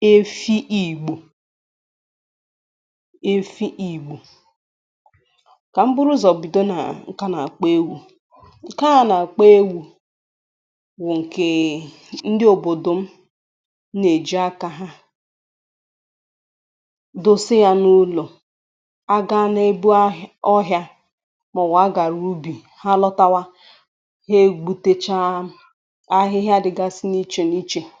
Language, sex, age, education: Igbo, female, 15-29, tertiary